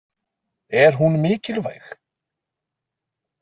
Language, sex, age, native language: Icelandic, male, 40-49, Icelandic